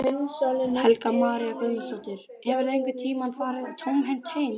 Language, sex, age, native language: Icelandic, male, 12, Icelandic